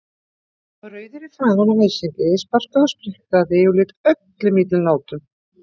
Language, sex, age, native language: Icelandic, female, 60-69, Icelandic